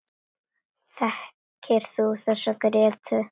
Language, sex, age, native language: Icelandic, female, 9, Latvian